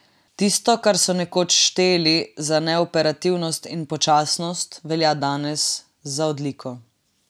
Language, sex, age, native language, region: Slovenian, female, 18-29, Slovenian, Drava region